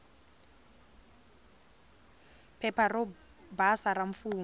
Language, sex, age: Tsonga, female, 22